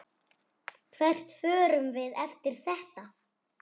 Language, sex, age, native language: Icelandic, female, 6, Icelandic